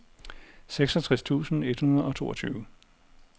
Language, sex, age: Danish, male, 40